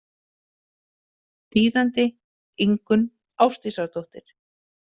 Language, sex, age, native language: Icelandic, female, 50-59, Icelandic